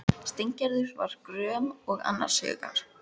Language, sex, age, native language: Icelandic, female, 11, Icelandic